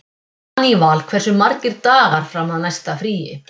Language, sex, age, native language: Icelandic, female, 50-59, Icelandic